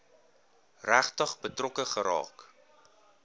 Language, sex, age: Afrikaans, male, 19